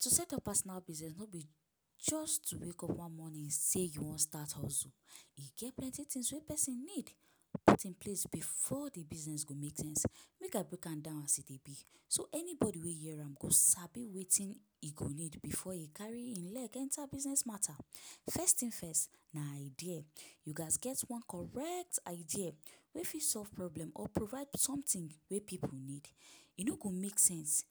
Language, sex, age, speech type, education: Nigerian Pidgin, female, 15-29, spontaneous, tertiary